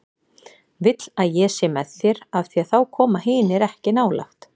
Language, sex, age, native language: Icelandic, female, 40-49, Icelandic